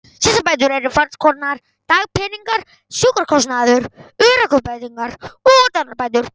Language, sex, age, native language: Icelandic, male, 11, Icelandic